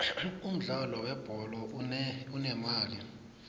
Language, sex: South Ndebele, male